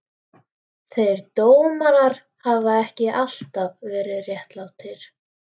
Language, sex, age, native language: Icelandic, female, 13, Icelandic